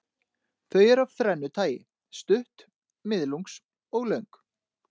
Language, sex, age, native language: Icelandic, male, 30-39, Icelandic